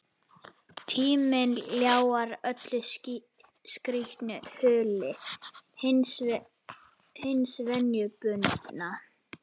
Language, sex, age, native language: Icelandic, male, 11, Icelandic